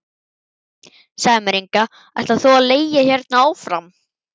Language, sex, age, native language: Icelandic, male, 11, Icelandic